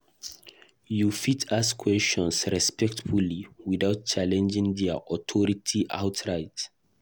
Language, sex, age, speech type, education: Nigerian Pidgin, male, 15-29, read, tertiary